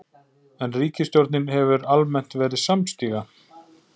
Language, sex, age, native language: Icelandic, male, 40-49, Icelandic